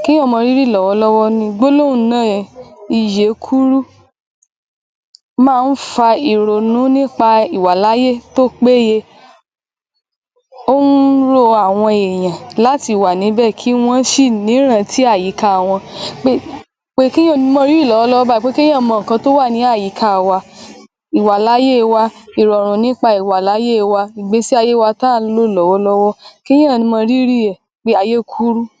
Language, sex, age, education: Yoruba, male, 15-29, tertiary